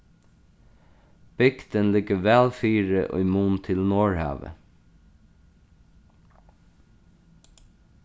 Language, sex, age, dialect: Faroese, male, 36-60, Norðurstreymoy/Eysturoy